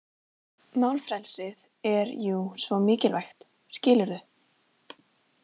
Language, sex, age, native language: Icelandic, female, 18-19, Icelandic